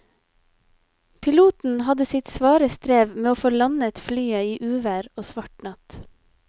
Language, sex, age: Norwegian, female, 25